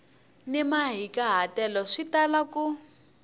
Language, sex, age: Tsonga, female, 21